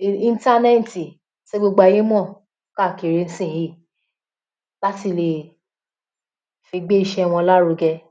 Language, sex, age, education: Yoruba, female, 46-60, tertiary